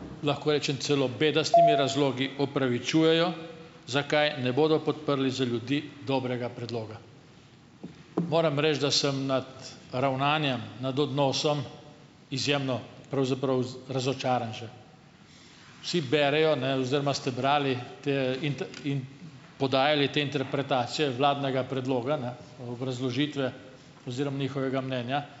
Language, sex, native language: Slovenian, male, Slovenian